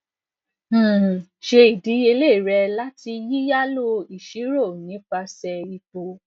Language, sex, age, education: Yoruba, female, 15-29, tertiary